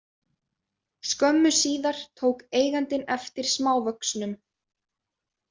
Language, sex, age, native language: Icelandic, female, 20-29, Icelandic